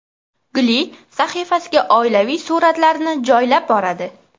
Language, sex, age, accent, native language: Uzbek, female, 18-24, Qashqadaryo, Uzbek